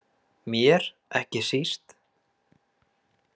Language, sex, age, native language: Icelandic, male, 20-29, Icelandic